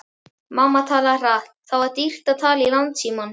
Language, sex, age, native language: Icelandic, male, 11, Icelandic